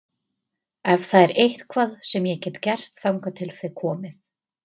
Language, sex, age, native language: Icelandic, female, 30-39, Icelandic